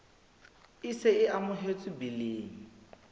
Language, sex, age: Southern Sotho, male, 25